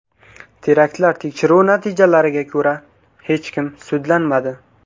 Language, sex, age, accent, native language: Uzbek, male, 19-29, Qashqadaryo, Uzbek